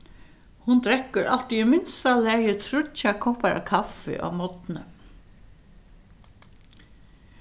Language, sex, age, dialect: Faroese, female, 61+, Suðurstreymoy